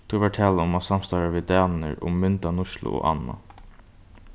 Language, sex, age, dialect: Faroese, male, 15-35, Norðurstreymoy/Eysturoy